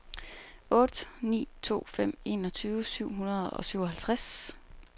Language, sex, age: Danish, female, 29